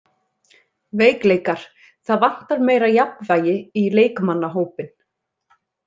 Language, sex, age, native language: Icelandic, female, 30-39, Icelandic